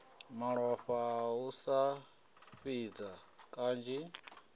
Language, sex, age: Venda, male, 33